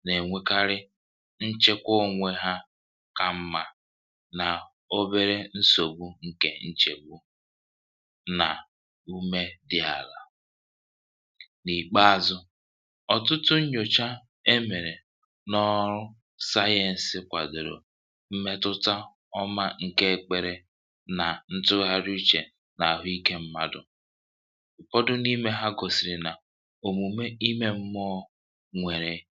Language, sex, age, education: Igbo, male, 30-45, tertiary